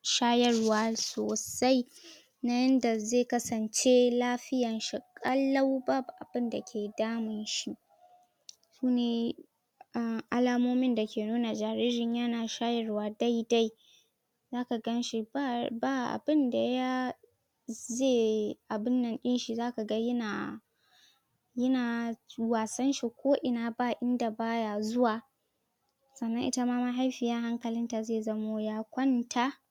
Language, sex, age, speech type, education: Hausa, female, 15-29, spontaneous, tertiary